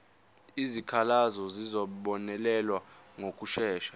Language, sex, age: Zulu, male, 20